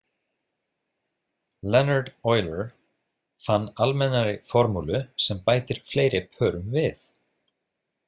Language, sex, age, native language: Icelandic, male, 30-39, Icelandic